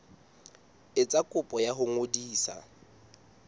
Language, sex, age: Southern Sotho, male, 19